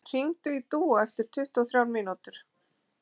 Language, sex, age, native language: Icelandic, female, 40-49, Icelandic